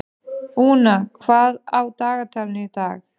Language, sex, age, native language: Icelandic, male, 12, Danish